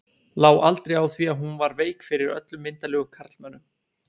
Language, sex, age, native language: Icelandic, male, 20-29, Icelandic